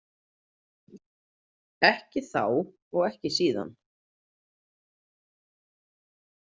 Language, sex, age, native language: Icelandic, female, 30-39, Icelandic